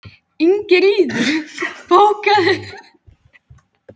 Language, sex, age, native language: Icelandic, female, 13, Icelandic